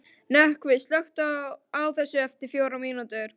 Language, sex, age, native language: Icelandic, female, 12, Icelandic